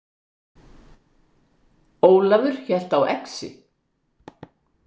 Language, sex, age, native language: Icelandic, female, 60-69, Icelandic